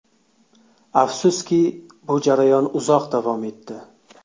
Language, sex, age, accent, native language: Uzbek, male, 25-34, Xorazm, Uzbek